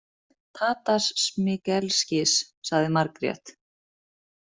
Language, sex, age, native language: Icelandic, female, 30-39, Icelandic